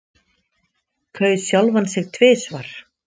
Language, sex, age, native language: Icelandic, female, 50-59, Icelandic